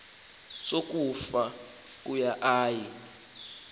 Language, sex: Xhosa, male